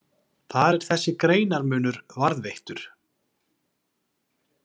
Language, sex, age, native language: Icelandic, male, 40-49, Icelandic